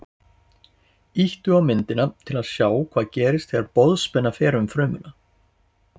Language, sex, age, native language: Icelandic, male, 40-49, Icelandic